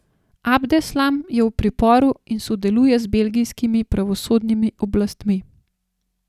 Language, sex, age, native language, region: Slovenian, female, 30-49, Slovenian, Gorenjska region